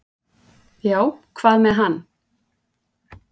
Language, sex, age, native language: Icelandic, female, 40-49, Icelandic